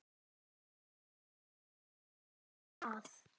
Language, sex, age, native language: Icelandic, male, 10, Icelandic